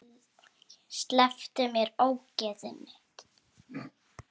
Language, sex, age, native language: Icelandic, female, 6, Icelandic